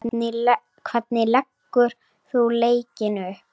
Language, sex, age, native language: Icelandic, female, 9, Icelandic